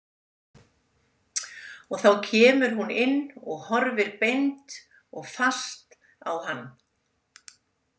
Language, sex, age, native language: Icelandic, female, 70-79, Icelandic